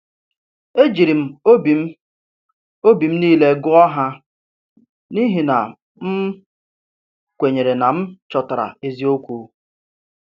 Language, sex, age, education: Igbo, male, 30-45, tertiary